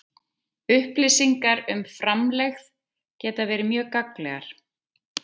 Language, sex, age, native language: Icelandic, female, 30-39, Icelandic